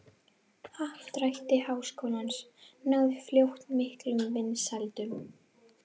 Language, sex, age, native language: Icelandic, female, 11, Icelandic